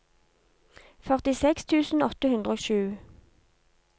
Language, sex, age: Norwegian, female, 32